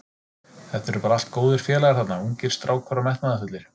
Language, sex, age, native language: Icelandic, male, 30-39, Icelandic